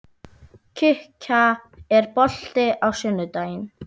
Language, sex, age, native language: Icelandic, female, 12, Icelandic